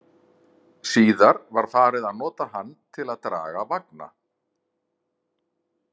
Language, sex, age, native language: Icelandic, male, 50-59, Icelandic